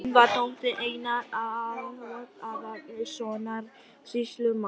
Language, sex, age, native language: Icelandic, male, 11, Vietnamese